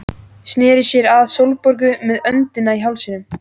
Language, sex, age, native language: Icelandic, female, 14, Icelandic